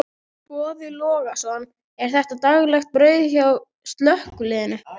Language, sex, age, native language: Icelandic, male, 13, Icelandic